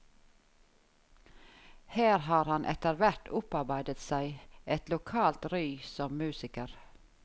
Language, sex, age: Norwegian, female, 51